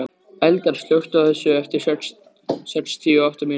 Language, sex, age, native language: Icelandic, male, 13, Icelandic